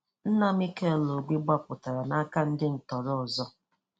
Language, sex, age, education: Igbo, female, 15-29, tertiary